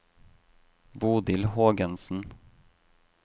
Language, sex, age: Norwegian, male, 26